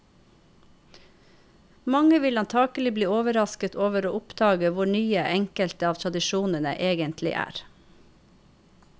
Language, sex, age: Norwegian, female, 45